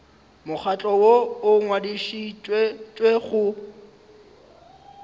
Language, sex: Northern Sotho, male